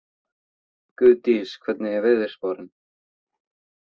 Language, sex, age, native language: Icelandic, male, 15, Icelandic